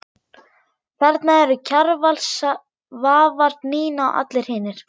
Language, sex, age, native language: Icelandic, female, 11, German